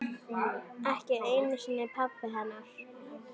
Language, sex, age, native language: Icelandic, female, 9, Icelandic